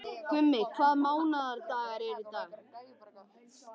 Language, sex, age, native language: Icelandic, male, 13, Icelandic